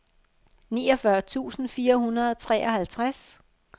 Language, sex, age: Danish, female, 50